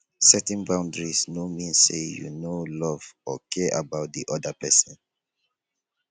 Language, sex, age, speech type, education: Nigerian Pidgin, male, 15-29, spontaneous, tertiary